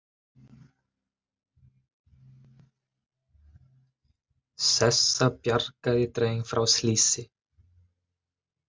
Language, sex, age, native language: Icelandic, male, 20-29, Icelandic